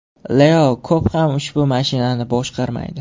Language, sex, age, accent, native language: Uzbek, male, 18-24, Jizzax, Uzbek